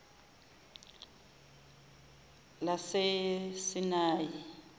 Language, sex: Zulu, female